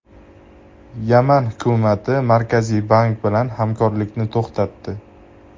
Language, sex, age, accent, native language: Uzbek, male, 18-24, Andijon, Uzbek